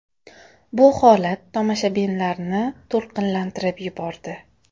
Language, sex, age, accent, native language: Uzbek, female, 18-24, Samarqand, Uzbek